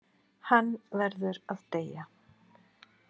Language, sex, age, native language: Icelandic, female, 40-49, Icelandic